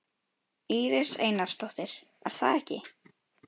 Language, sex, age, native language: Icelandic, female, 12, Icelandic